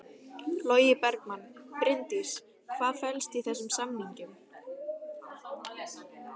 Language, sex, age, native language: Icelandic, female, 12, Icelandic